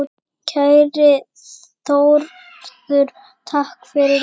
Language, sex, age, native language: Icelandic, female, 8, Icelandic